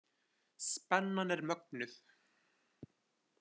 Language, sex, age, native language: Icelandic, male, 20-29, Icelandic